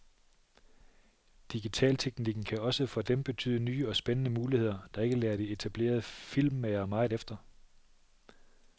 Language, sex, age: Danish, male, 37